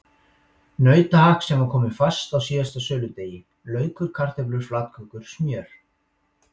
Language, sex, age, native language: Icelandic, male, 18-19, Icelandic